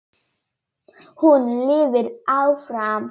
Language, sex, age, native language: Icelandic, female, 9, Polish